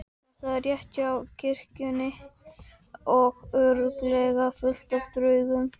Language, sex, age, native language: Icelandic, male, 12, Icelandic